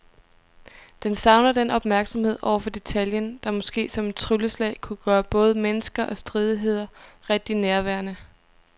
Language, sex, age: Danish, female, 23